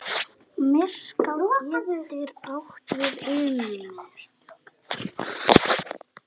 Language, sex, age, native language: Icelandic, female, 9, Icelandic